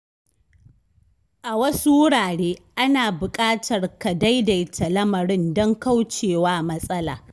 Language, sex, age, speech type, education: Hausa, female, 15-29, read, tertiary